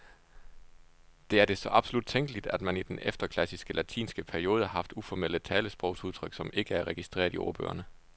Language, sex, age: Danish, male, 29